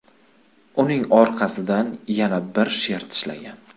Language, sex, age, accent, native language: Uzbek, male, 25-34, Qashqadaryo, Uzbek